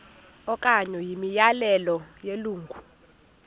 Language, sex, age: Xhosa, female, 21